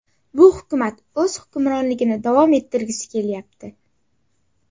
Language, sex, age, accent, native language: Uzbek, female, under 19, Jizzax, Uzbek